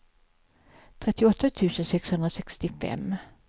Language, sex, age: Swedish, female, 55